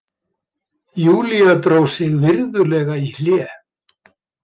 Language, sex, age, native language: Icelandic, male, 70-79, Icelandic